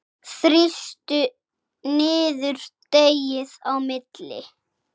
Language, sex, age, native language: Icelandic, male, 6, Icelandic